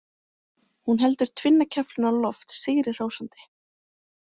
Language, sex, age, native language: Icelandic, female, 20-29, Icelandic